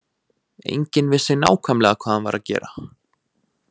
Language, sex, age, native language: Icelandic, male, 20-29, Icelandic